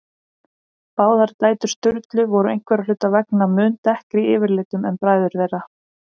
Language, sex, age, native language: Icelandic, female, 30-39, Icelandic